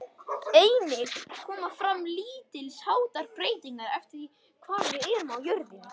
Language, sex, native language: Icelandic, male, Icelandic